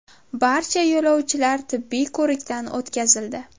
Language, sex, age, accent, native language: Uzbek, female, under 19, Navoiy, Uzbek